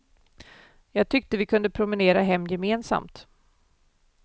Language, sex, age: Swedish, female, 47